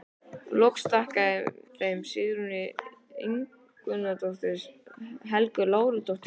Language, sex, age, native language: Icelandic, male, 11, Icelandic